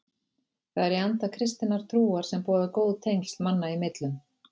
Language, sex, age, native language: Icelandic, female, 40-49, Icelandic